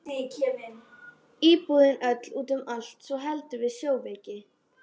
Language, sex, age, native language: Icelandic, female, 12, Icelandic